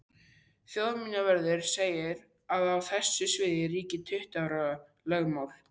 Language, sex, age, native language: Icelandic, male, 12, Icelandic